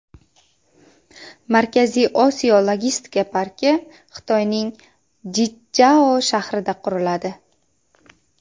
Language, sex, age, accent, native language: Uzbek, female, 19-29, Qashqadaryo, Uzbek